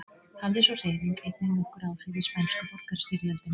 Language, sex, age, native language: Icelandic, female, 40-49, Icelandic